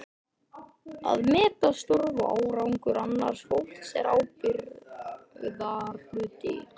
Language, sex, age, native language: Icelandic, male, 13, Icelandic